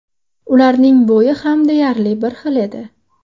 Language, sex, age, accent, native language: Uzbek, female, 18-24, Namangan, Uzbek